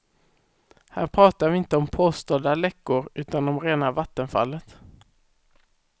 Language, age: Swedish, 18